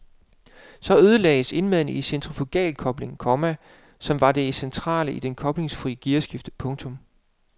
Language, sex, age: Danish, male, 35